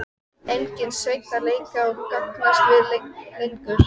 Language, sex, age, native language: Icelandic, female, 14, Icelandic